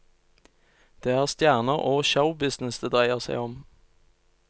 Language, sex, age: Norwegian, male, 29